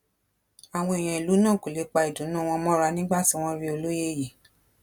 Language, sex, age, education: Yoruba, female, 15-29, tertiary